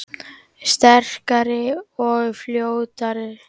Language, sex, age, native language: Icelandic, male, 18-19, Icelandic